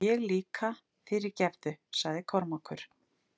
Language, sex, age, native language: Icelandic, female, 40-49, Icelandic